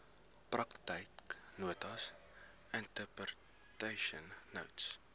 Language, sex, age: Afrikaans, male, 20